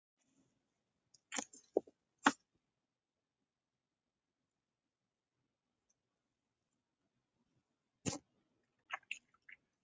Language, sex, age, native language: Icelandic, female, 40-49, Icelandic